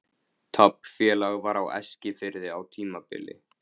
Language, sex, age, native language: Icelandic, male, 15, Icelandic